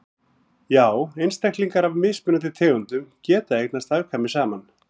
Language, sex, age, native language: Icelandic, male, 40-49, Icelandic